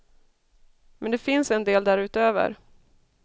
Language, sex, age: Swedish, female, 32